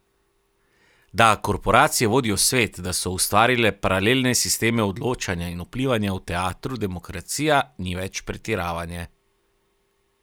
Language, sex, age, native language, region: Slovenian, male, 30-49, Slovenian, Carinthia region